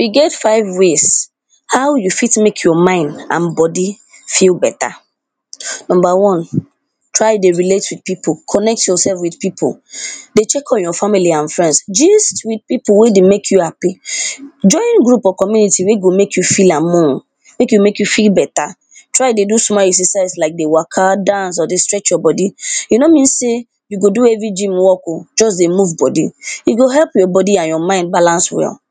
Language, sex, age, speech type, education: Nigerian Pidgin, female, 15-29, spontaneous, primary